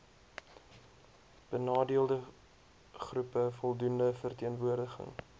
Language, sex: Afrikaans, male